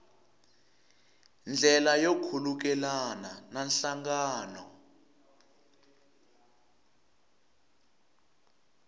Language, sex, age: Tsonga, male, 23